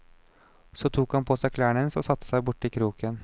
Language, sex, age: Norwegian, male, 29